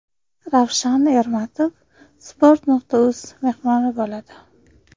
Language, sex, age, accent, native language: Uzbek, female, 25-34, Qashqadaryo, Uzbek